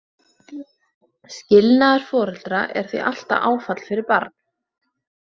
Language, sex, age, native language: Icelandic, female, 20-29, Icelandic